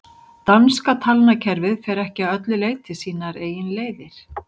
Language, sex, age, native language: Icelandic, male, 60-69, Icelandic